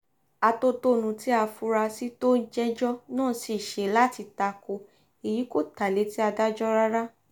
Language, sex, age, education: Yoruba, female, 15-29, tertiary